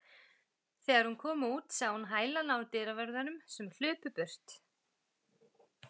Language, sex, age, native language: Icelandic, female, 40-49, Icelandic